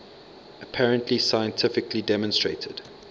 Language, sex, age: English, male, 22